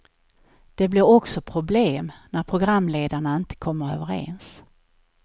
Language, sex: Swedish, female